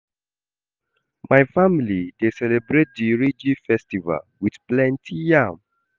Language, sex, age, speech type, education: Nigerian Pidgin, male, 15-29, read, secondary